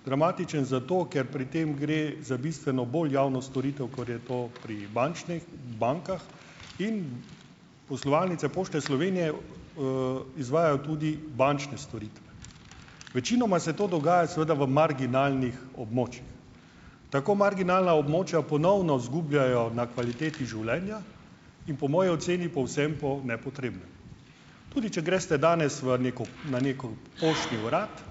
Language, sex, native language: Slovenian, male, Slovenian